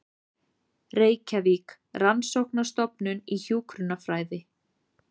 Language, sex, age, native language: Icelandic, female, 40-49, Icelandic